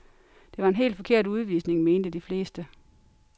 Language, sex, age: Danish, female, 42